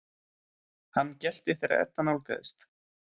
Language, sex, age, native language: Icelandic, male, 20-29, Icelandic